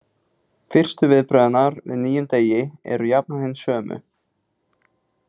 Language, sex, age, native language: Icelandic, male, 20-29, Icelandic